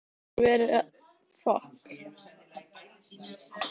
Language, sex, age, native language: Icelandic, female, 13, Icelandic